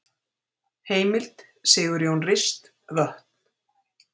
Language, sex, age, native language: Icelandic, female, 50-59, Icelandic